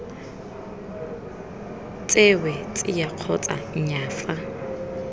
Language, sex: Tswana, female